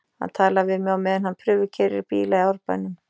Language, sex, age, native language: Icelandic, female, 40-49, Icelandic